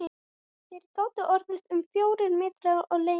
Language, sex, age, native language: Icelandic, female, 20-29, Icelandic